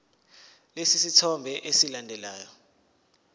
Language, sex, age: Zulu, male, 19